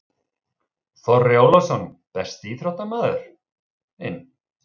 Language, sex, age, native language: Icelandic, male, 30-39, Icelandic